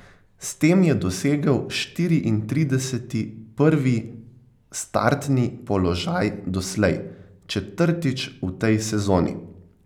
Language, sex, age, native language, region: Slovenian, male, 18-29, Slovenian, Central Slovenia